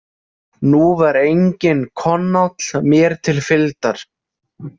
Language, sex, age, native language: Icelandic, male, 20-29, Icelandic